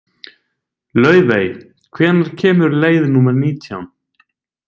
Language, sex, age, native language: Icelandic, male, 20-29, Icelandic